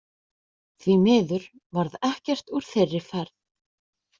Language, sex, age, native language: Icelandic, female, 20-29, Icelandic